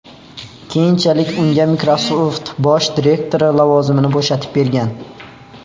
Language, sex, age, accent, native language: Uzbek, male, under 19, Xorazm, Uzbek